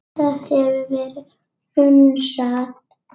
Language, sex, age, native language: Icelandic, female, 8, Icelandic